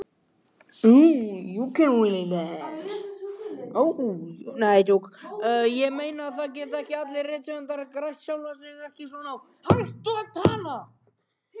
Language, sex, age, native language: Icelandic, other, 18-19, Icelandic